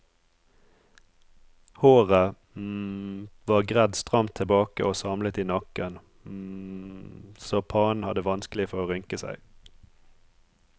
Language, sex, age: Norwegian, male, 34